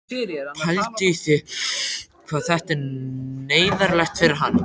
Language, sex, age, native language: Icelandic, male, 14, Icelandic